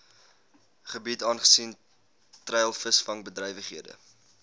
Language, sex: Afrikaans, male